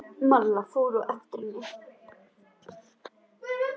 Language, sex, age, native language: Icelandic, female, 10, Icelandic